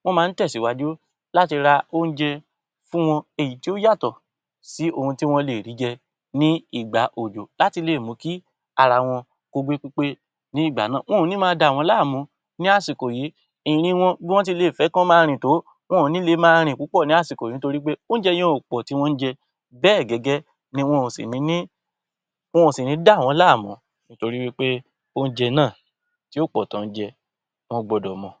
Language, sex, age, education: Yoruba, male, 60+, tertiary